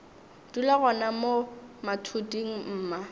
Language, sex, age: Northern Sotho, female, 19